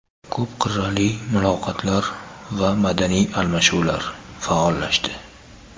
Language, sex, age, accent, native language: Uzbek, male, 19-29, Toshkent viloyati, Uzbek